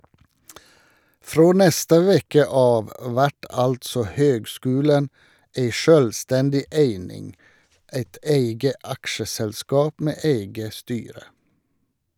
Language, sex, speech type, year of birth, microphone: Norwegian, male, read, 1952, Shure